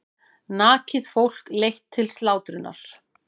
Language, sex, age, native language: Icelandic, female, 40-49, Icelandic